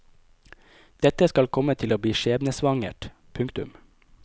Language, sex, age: Norwegian, male, 25